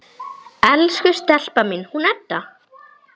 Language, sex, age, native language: Icelandic, male, 10, Icelandic